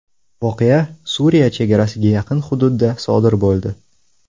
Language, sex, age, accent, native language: Uzbek, male, 18-24, Buxoro, Uzbek